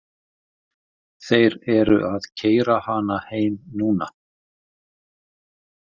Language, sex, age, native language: Icelandic, male, 50-59, Icelandic